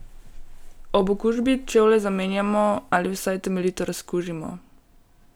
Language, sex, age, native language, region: Slovenian, female, 18-29, Slovenian, Gorenjska region